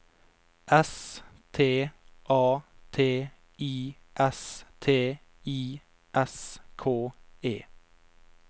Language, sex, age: Norwegian, male, 22